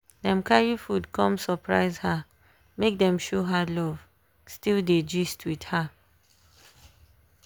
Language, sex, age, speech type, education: Nigerian Pidgin, female, 15-29, spontaneous, tertiary